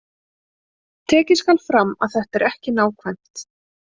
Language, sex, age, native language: Icelandic, female, 40-49, Icelandic